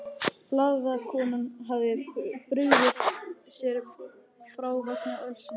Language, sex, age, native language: Icelandic, male, 11, Icelandic